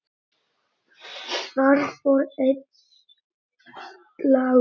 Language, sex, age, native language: Icelandic, male, 9, Icelandic